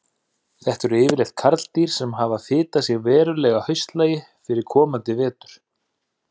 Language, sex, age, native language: Icelandic, male, 30-39, Icelandic